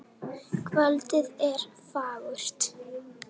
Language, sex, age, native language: Icelandic, female, 7, Icelandic